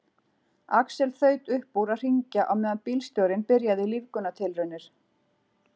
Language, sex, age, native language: Icelandic, female, 40-49, Icelandic